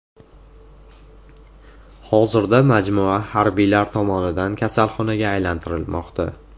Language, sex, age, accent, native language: Uzbek, male, 18-24, Andijon, Uzbek